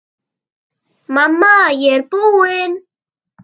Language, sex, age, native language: Icelandic, female, 10, Icelandic